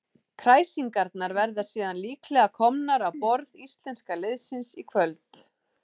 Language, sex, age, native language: Icelandic, female, 30-39, Icelandic